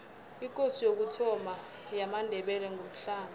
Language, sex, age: South Ndebele, female, 22